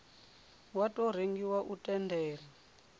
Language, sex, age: Venda, female, 24